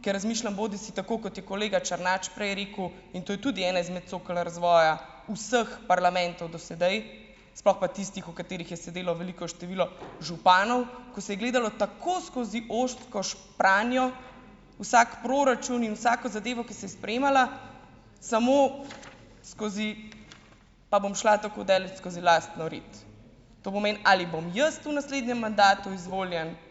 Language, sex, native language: Slovenian, female, Slovenian